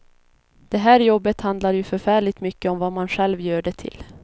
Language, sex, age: Swedish, female, 22